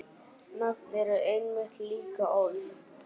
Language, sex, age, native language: Icelandic, male, 8, Icelandic